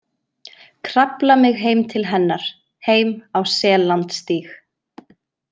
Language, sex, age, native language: Icelandic, female, 20-29, Icelandic